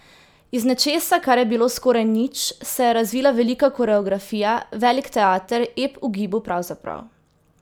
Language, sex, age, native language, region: Slovenian, female, 18-29, Slovenian, Drava region